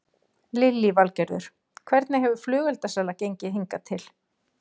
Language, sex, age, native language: Icelandic, female, 40-49, Icelandic